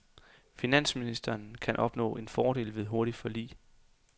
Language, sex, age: Danish, male, 28